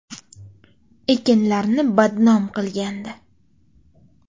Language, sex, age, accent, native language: Uzbek, female, 25-34, Qashqadaryo, Uzbek